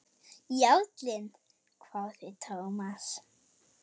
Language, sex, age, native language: Icelandic, male, 18-19, Icelandic